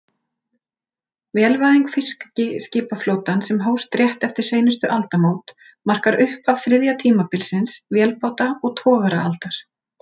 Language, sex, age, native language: Icelandic, female, 40-49, Icelandic